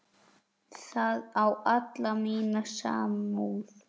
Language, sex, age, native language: Icelandic, male, 9, Icelandic